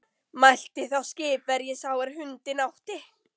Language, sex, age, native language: Icelandic, female, 13, Icelandic